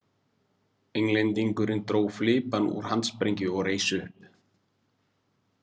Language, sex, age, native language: Icelandic, male, 40-49, Icelandic